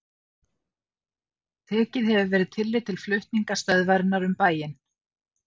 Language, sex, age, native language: Icelandic, female, 50-59, Icelandic